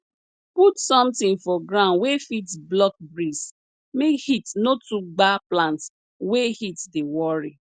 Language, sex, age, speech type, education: Nigerian Pidgin, female, 30-45, spontaneous, tertiary